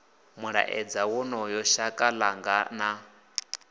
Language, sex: Venda, male